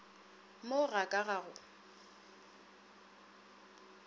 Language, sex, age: Northern Sotho, female, 27